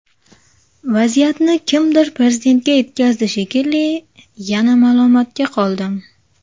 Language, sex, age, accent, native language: Uzbek, female, 19-29, Jizzax, Uzbek